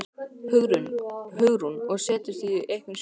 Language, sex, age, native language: Icelandic, male, 12, Icelandic